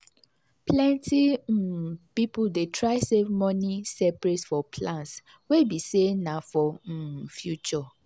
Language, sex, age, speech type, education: Nigerian Pidgin, female, 30-45, spontaneous, tertiary